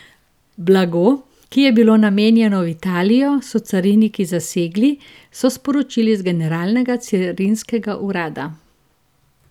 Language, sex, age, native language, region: Slovenian, female, 50-59, Slovenian, Central Slovenia